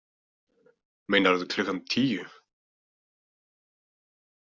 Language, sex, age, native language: Icelandic, male, 20-29, Icelandic